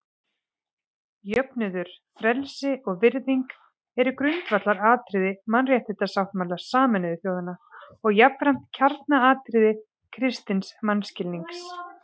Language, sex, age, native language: Icelandic, female, 30-39, Icelandic